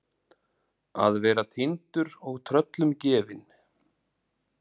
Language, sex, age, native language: Icelandic, male, 40-49, Icelandic